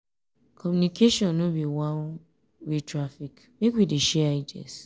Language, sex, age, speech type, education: Nigerian Pidgin, female, 15-29, spontaneous, tertiary